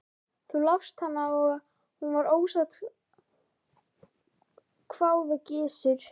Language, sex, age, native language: Icelandic, female, 12, Icelandic